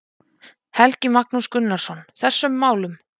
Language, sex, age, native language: Icelandic, female, 20-29, Icelandic